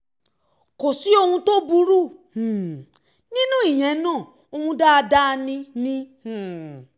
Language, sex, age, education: Yoruba, female, 15-29, tertiary